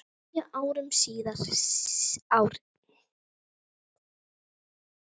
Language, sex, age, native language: Icelandic, female, 9, Icelandic